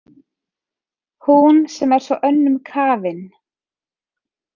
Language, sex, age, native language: Icelandic, female, 30-39, Icelandic